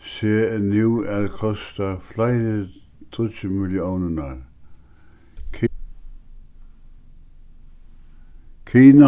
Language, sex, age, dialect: Faroese, male, 61+, Suðuroy